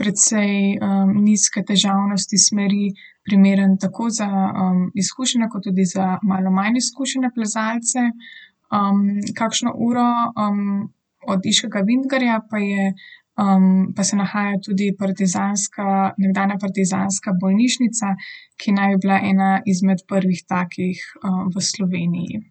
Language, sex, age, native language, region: Slovenian, female, 18-29, Slovenian, Southeast Slovenia